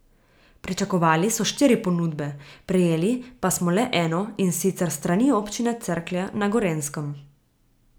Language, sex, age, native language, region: Slovenian, female, 18-29, Slovenian, Gorica region